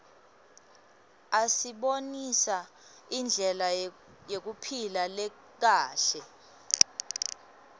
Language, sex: Swati, female